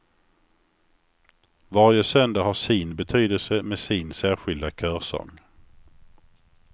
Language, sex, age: Swedish, male, 49